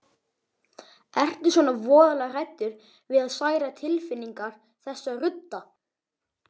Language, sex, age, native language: Icelandic, male, 11, Icelandic